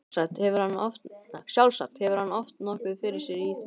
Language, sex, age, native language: Icelandic, male, 12, Icelandic